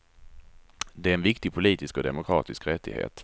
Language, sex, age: Swedish, male, 34